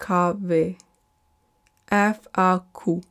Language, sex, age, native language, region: Slovenian, female, 18-29, Slovenian, Pomurje region